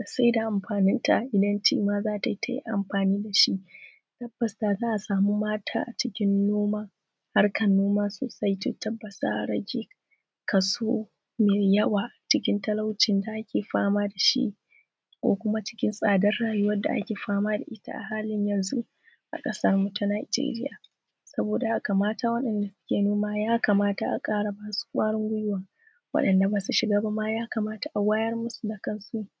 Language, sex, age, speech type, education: Hausa, female, 15-29, spontaneous, secondary